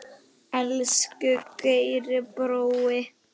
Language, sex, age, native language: Icelandic, male, 9, Icelandic